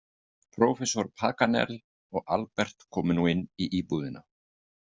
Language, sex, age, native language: Icelandic, male, 50-59, Icelandic